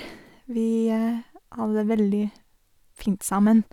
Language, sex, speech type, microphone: Norwegian, female, spontaneous, Sennheiser